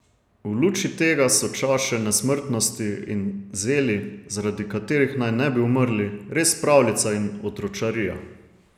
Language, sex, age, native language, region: Slovenian, male, 30-49, Slovenian, Savinja region